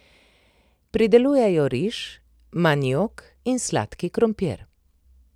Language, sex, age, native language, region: Slovenian, female, 30-49, Slovenian, Primorsko-notranjska region